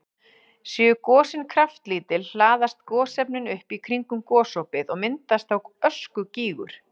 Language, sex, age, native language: Icelandic, female, 40-49, Icelandic